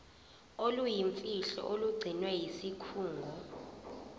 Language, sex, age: Zulu, female, 24